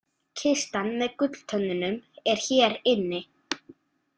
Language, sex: Icelandic, female